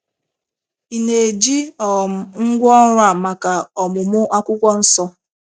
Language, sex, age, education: Igbo, female, 15-29, tertiary